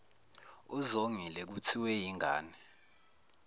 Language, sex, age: Zulu, male, 19